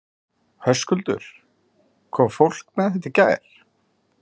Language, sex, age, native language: Icelandic, male, 30-39, Icelandic